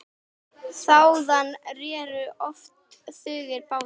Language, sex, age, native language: Icelandic, female, 10, Icelandic